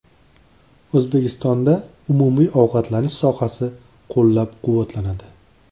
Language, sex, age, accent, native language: Uzbek, male, 25-34, Andijon, Uzbek